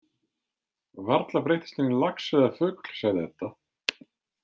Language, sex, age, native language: Icelandic, male, 50-59, Icelandic